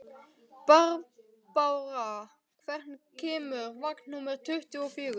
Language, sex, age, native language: Icelandic, male, 12, Icelandic